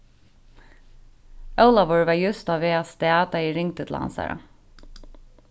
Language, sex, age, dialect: Faroese, female, 15-35, Sandoy